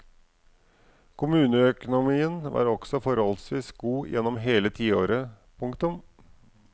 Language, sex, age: Norwegian, male, 44